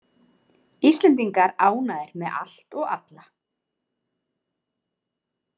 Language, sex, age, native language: Icelandic, female, 30-39, Icelandic